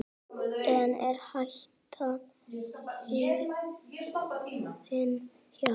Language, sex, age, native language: Icelandic, female, 7, Icelandic